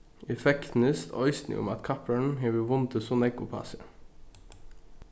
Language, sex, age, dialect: Faroese, male, 15-35, Norðuroyggjar